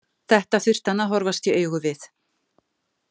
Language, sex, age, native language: Icelandic, female, 50-59, Icelandic